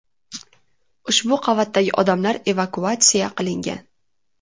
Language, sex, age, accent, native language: Uzbek, female, 19-29, Toshkent shahri, Uzbek